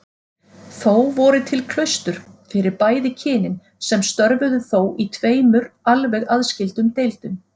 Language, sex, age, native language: Icelandic, female, 40-49, Icelandic